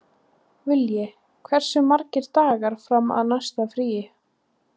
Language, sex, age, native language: Icelandic, female, 20-29, Icelandic